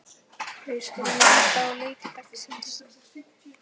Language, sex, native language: Icelandic, female, Icelandic